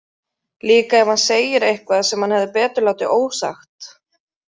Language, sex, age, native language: Icelandic, female, 30-39, Icelandic